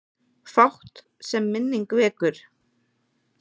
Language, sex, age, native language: Icelandic, male, 9, Icelandic